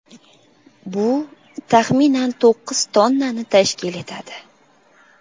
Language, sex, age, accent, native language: Uzbek, female, 18-24, Qashqadaryo, Uzbek